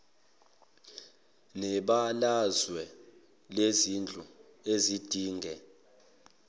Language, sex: Zulu, male